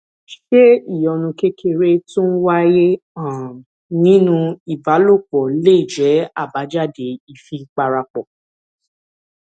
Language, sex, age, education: Yoruba, female, 15-29, tertiary